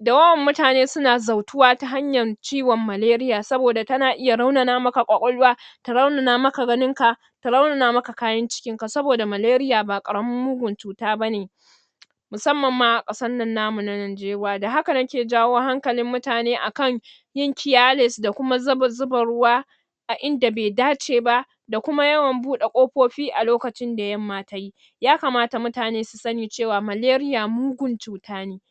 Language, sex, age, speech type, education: Hausa, female, 60+, spontaneous, secondary